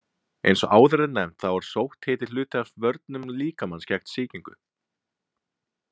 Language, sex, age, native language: Icelandic, male, 20-29, Icelandic